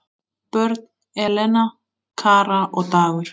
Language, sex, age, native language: Icelandic, female, 8, Icelandic